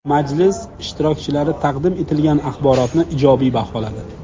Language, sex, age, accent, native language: Uzbek, male, 25-34, Jizzax, Uzbek